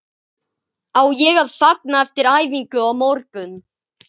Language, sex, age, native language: Icelandic, male, 12, Icelandic